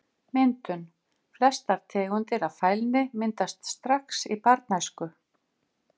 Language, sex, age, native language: Icelandic, female, 50-59, Icelandic